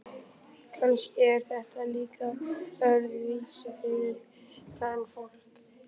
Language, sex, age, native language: Icelandic, male, 11, Icelandic